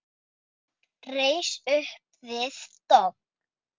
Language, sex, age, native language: Icelandic, female, 5, Icelandic